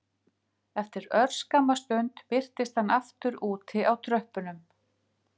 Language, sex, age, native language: Icelandic, female, 50-59, Icelandic